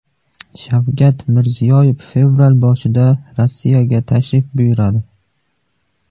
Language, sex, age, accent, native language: Uzbek, male, 18-24, Qashqadaryo, Uzbek